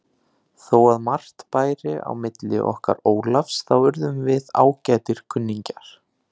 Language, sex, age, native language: Icelandic, male, 30-39, Icelandic